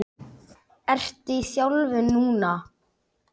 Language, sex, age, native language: Icelandic, male, 10, Icelandic